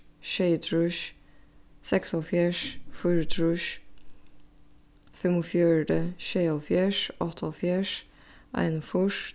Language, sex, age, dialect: Faroese, female, 15-35, Suðurstreymoy